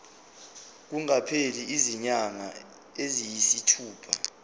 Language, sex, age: Zulu, male, 25